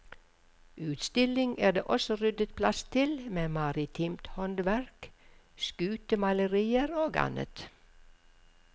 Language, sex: Norwegian, female